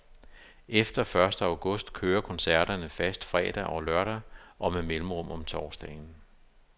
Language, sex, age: Danish, male, 52